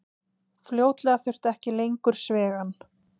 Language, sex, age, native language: Icelandic, female, 20-29, Icelandic